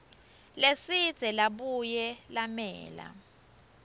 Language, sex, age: Swati, female, 24